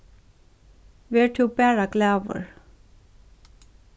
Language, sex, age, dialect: Faroese, female, 36-60, Suðurstreymoy